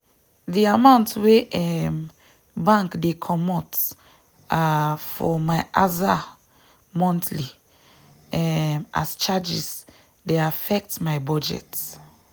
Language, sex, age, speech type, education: Nigerian Pidgin, female, 30-45, spontaneous, tertiary